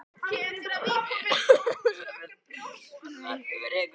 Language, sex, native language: Icelandic, male, Icelandic